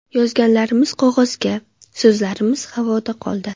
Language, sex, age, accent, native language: Uzbek, female, 19-29, Namangan, Uzbek